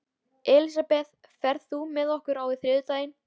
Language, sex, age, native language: Icelandic, female, 13, Icelandic